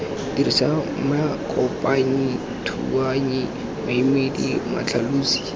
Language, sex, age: Tswana, male, 18